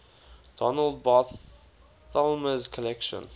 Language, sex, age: English, male, 19